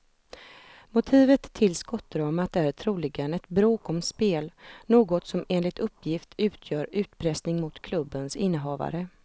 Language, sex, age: Swedish, female, 32